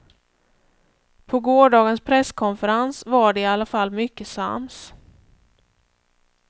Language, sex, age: Swedish, female, 31